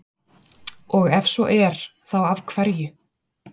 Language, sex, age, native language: Icelandic, female, 40-49, Icelandic